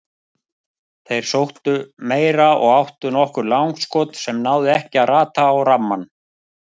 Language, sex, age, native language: Icelandic, male, 50-59, Icelandic